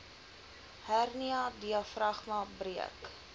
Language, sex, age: Afrikaans, female, 20